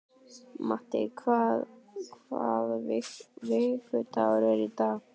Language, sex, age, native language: Icelandic, male, 12, Icelandic